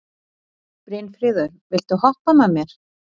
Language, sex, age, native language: Icelandic, female, 40-49, Icelandic